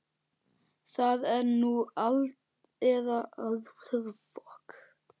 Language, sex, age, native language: Icelandic, male, 10, Icelandic